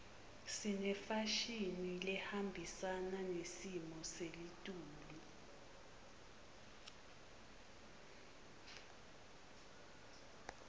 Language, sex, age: Swati, female, 22